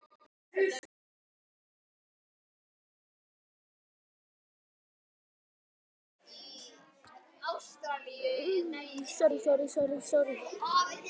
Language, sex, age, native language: Icelandic, male, 10, Icelandic